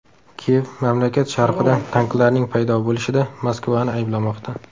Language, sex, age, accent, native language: Uzbek, male, 18-24, Samarqand, Uzbek